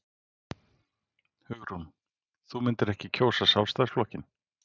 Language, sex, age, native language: Icelandic, male, 40-49, Icelandic